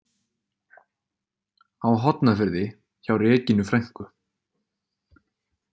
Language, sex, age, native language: Icelandic, male, 20-29, Icelandic